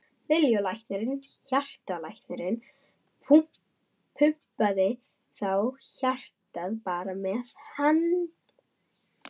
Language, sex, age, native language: Icelandic, female, 11, German